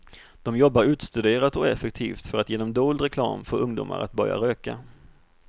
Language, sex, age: Swedish, male, 38